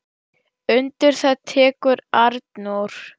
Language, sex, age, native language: Icelandic, female, 10, Icelandic